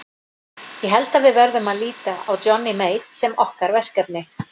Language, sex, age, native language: Icelandic, female, 40-49, Icelandic